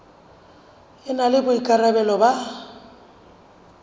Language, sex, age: Southern Sotho, female, 35